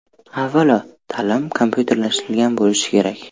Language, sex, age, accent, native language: Uzbek, male, 12-17, Toshkent viloyati, Uzbek